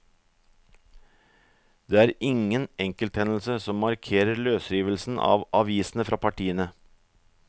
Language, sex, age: Norwegian, male, 44